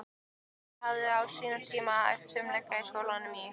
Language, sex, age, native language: Icelandic, female, 15, Icelandic